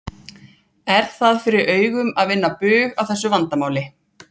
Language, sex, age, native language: Icelandic, male, 13, Icelandic